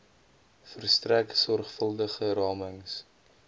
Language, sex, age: Afrikaans, male, 20